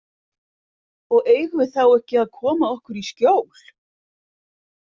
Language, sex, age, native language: Icelandic, female, 50-59, Icelandic